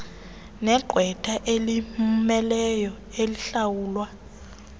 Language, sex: Xhosa, female